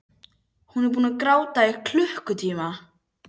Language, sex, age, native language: Icelandic, other, 12, Icelandic